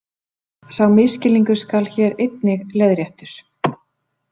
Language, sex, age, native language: Icelandic, female, 40-49, Icelandic